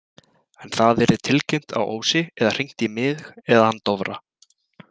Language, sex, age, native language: Icelandic, male, 20-29, Icelandic